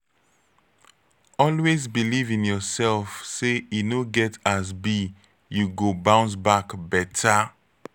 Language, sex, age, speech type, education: Nigerian Pidgin, male, 30-45, spontaneous, tertiary